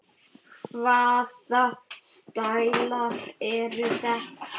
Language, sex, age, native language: Icelandic, male, 8, Icelandic